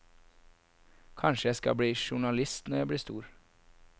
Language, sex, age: Norwegian, male, 24